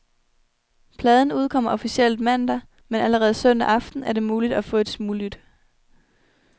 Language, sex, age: Danish, female, 21